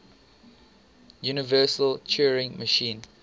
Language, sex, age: English, male, 18